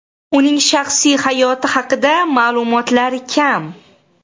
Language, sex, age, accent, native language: Uzbek, female, 18-24, Toshkent shahri, Uzbek